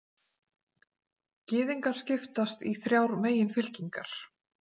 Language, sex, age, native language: Icelandic, female, 40-49, Icelandic